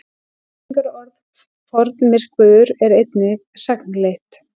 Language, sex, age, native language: Icelandic, female, 40-49, Icelandic